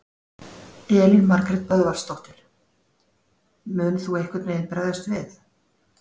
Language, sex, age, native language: Icelandic, female, 40-49, Icelandic